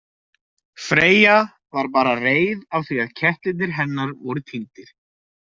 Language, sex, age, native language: Icelandic, male, 20-29, Icelandic